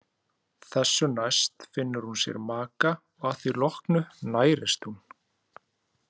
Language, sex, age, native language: Icelandic, male, 30-39, Icelandic